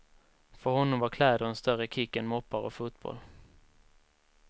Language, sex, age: Swedish, male, 19